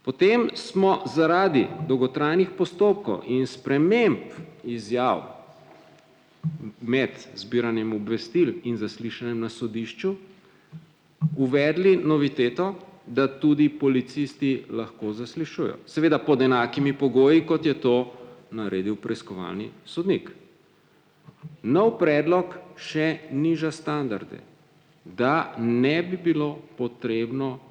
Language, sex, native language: Slovenian, male, Slovenian